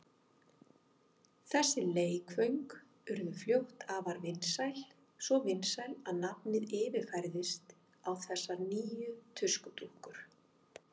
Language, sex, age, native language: Icelandic, female, 50-59, Icelandic